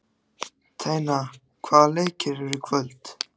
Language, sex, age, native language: Icelandic, other, 14, Icelandic